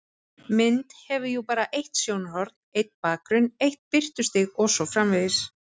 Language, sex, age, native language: Icelandic, female, 30-39, Icelandic